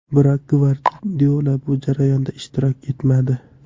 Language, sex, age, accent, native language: Uzbek, male, 18-24, Toshkent shahri, Uzbek